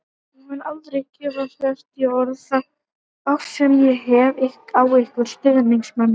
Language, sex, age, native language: Icelandic, female, 18-19, Icelandic